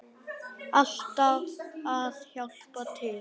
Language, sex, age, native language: Icelandic, male, 9, Icelandic